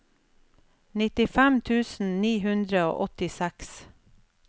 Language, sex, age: Norwegian, female, 47